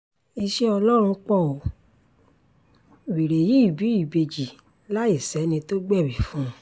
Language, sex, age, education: Yoruba, female, 30-45, tertiary